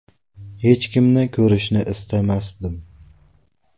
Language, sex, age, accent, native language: Uzbek, male, 18-24, Navoiy, Uzbek